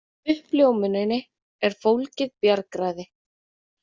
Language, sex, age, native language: Icelandic, female, 30-39, Icelandic